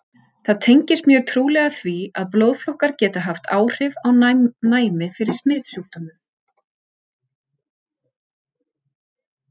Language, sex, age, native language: Icelandic, female, 40-49, Icelandic